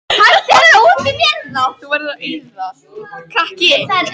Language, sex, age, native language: Icelandic, female, 13, Icelandic